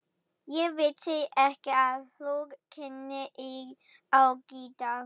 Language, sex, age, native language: Icelandic, female, 11, German